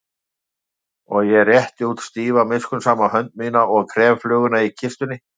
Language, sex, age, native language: Icelandic, male, 50-59, Icelandic